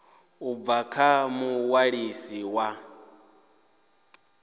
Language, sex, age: Venda, male, 28